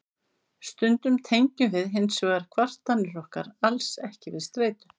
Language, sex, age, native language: Icelandic, female, 50-59, Icelandic